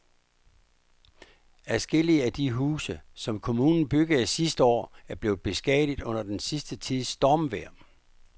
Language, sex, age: Danish, male, 59